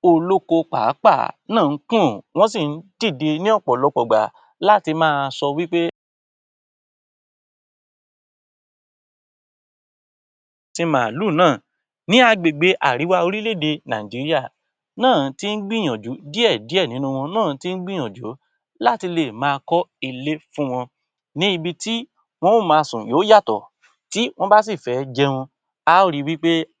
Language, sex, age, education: Yoruba, male, 60+, tertiary